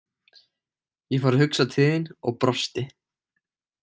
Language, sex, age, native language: Icelandic, male, 18-19, Icelandic